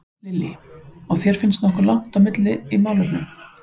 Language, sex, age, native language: Icelandic, male, 15, Icelandic